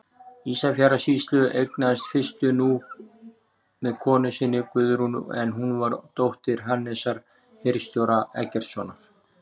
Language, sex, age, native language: Icelandic, male, 40-49, Icelandic